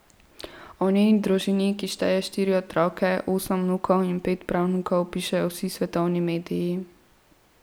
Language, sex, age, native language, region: Slovenian, female, 12-17, Slovenian, Central Slovenia